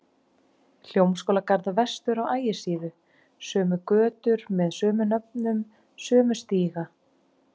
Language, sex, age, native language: Icelandic, female, 30-39, Icelandic